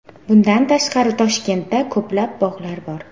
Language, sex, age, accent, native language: Uzbek, female, 18-24, Sirdaryo, Uzbek